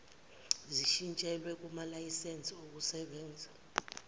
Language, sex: Zulu, female